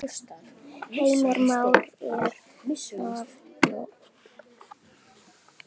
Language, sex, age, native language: Icelandic, female, 10, Icelandic